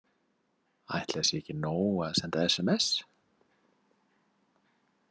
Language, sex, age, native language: Icelandic, male, 50-59, Icelandic